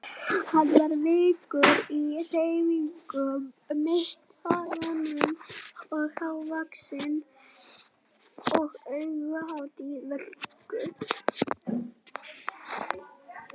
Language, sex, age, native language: Icelandic, female, 18-19, Icelandic